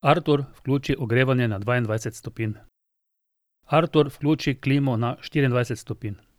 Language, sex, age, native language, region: Slovenian, male, 50-59, Slovenian, Drava region